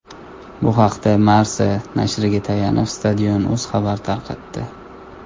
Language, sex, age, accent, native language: Uzbek, male, 19-29, Toshkent shahri, Uzbek